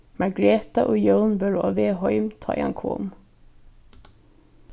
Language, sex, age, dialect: Faroese, female, 15-35, Norðurstreymoy/Eysturoy